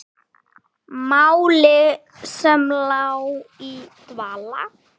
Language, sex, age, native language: Icelandic, female, 9, Icelandic